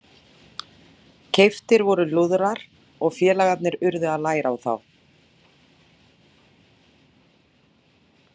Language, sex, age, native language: Icelandic, female, 40-49, Icelandic